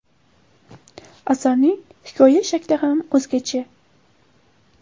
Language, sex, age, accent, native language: Uzbek, female, 18-24, Samarqand, Uzbek